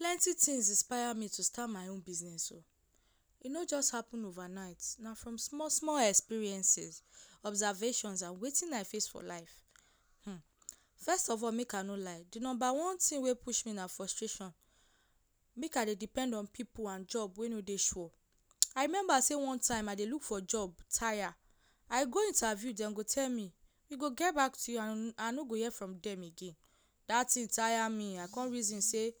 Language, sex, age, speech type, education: Nigerian Pidgin, female, 15-29, spontaneous, tertiary